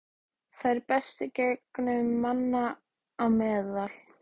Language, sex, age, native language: Icelandic, female, 13, Icelandic